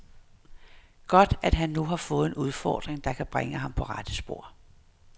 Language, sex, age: Danish, female, 59